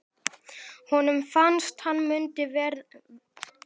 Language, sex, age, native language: Icelandic, male, 18-19, Icelandic